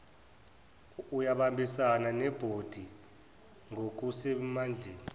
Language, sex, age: Zulu, male, 24